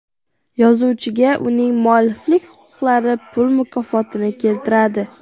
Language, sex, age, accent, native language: Uzbek, female, 18-24, Toshkent viloyati, Uzbek